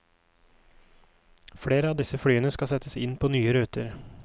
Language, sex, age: Norwegian, male, 29